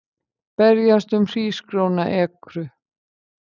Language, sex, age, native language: Icelandic, female, 50-59, Icelandic